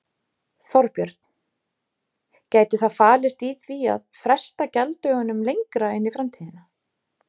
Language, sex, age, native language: Icelandic, female, 30-39, Icelandic